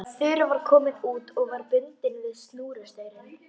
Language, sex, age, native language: Icelandic, female, 12, Icelandic